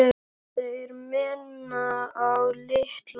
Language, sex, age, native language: Icelandic, male, 10, Icelandic